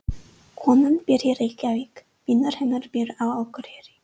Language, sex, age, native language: Icelandic, female, 30-39, English